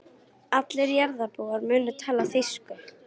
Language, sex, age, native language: Icelandic, female, 18-19, Icelandic